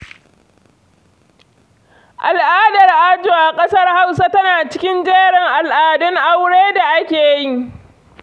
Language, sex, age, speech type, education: Hausa, female, 46-60, read, secondary